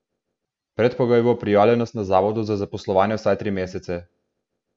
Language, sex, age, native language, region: Slovenian, male, 18-29, Slovenian, Southeast Slovenia